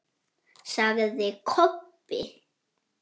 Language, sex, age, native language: Icelandic, male, 6, Icelandic